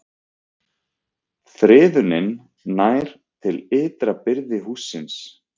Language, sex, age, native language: Icelandic, male, 30-39, Icelandic